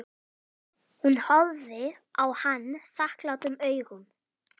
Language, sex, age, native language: Icelandic, male, 11, Icelandic